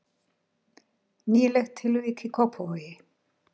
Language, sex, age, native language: Icelandic, female, 60-69, Icelandic